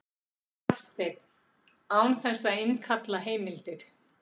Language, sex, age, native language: Icelandic, female, 60-69, Icelandic